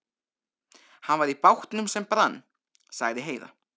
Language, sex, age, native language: Icelandic, male, 13, Icelandic